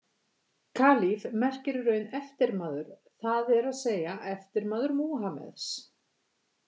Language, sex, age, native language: Icelandic, female, 50-59, Icelandic